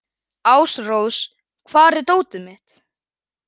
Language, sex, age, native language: Icelandic, male, 11, Icelandic